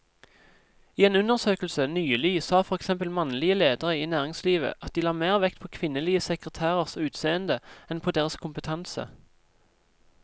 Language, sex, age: Norwegian, male, 26